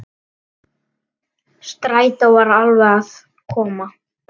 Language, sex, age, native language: Icelandic, male, 9, Icelandic